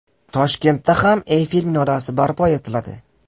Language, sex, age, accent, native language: Uzbek, male, 18-24, Jizzax, Uzbek